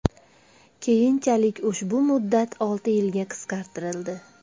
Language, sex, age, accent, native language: Uzbek, female, 35+, Andijon, Uzbek